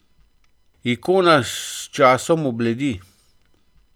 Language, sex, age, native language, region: Slovenian, male, 50-59, Slovenian, Central Slovenia